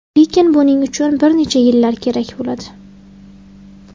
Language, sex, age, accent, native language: Uzbek, female, 19-29, Samarqand, Uzbek